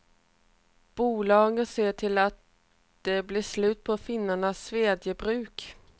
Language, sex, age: Swedish, female, 28